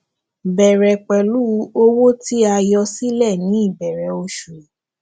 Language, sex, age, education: Yoruba, female, 15-29, tertiary